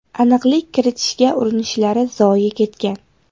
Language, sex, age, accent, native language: Uzbek, female, 18-24, Namangan, Uzbek